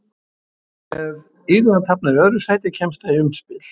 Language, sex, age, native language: Icelandic, male, 70-79, Icelandic